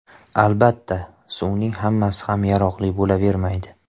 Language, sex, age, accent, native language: Uzbek, male, 25-34, Farg'ona, Uzbek